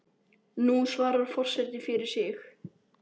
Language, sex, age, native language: Icelandic, male, 10, Icelandic